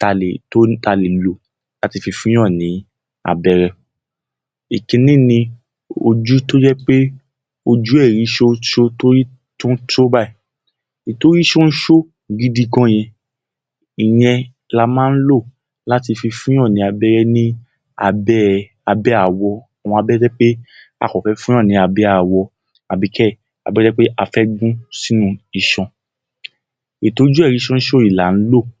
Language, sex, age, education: Yoruba, male, 15-29, tertiary